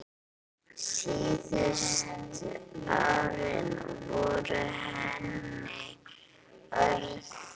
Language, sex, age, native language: Icelandic, female, 10, Icelandic